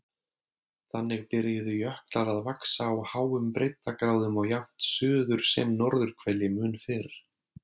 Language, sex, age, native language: Icelandic, male, 30-39, Icelandic